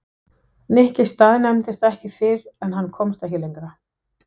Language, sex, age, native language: Icelandic, female, 60-69, Danish